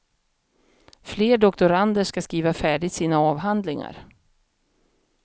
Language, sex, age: Swedish, female, 50